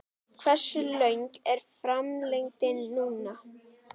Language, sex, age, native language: Icelandic, female, 11, Icelandic